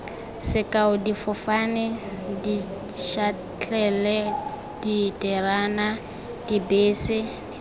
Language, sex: Tswana, female